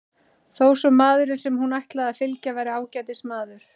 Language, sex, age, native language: Icelandic, female, 30-39, Icelandic